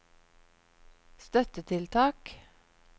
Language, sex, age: Norwegian, female, 46